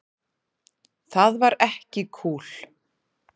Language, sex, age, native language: Icelandic, female, 30-39, Icelandic